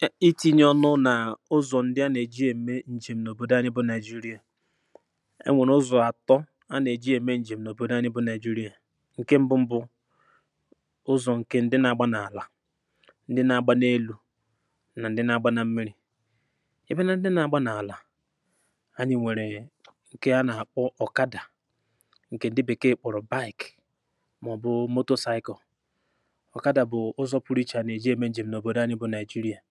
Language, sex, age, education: Igbo, male, 15-29, tertiary